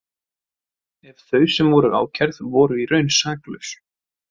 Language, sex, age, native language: Icelandic, male, 20-29, Icelandic